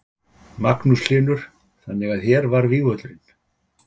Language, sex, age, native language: Icelandic, male, 50-59, Icelandic